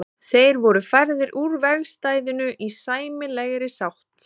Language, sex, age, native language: Icelandic, female, 20-29, Icelandic